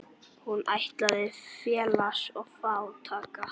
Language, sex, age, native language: Icelandic, male, 18-19, Icelandic